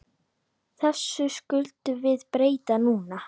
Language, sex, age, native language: Icelandic, female, 10, Icelandic